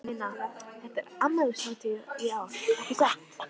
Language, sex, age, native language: Icelandic, female, 13, Icelandic